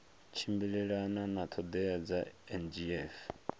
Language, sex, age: Venda, male, 23